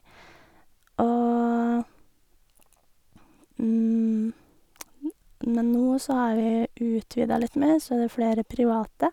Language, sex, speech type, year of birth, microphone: Norwegian, female, spontaneous, 1988, Sennheiser